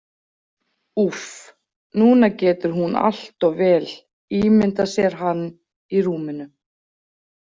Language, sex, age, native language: Icelandic, female, 40-49, Icelandic